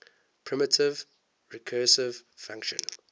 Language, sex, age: English, male, 19